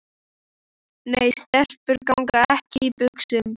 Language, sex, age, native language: Icelandic, male, 12, Icelandic